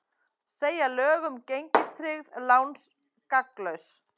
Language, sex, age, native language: Icelandic, female, 30-39, Icelandic